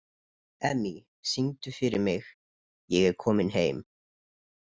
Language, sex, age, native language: Icelandic, male, 20-29, Icelandic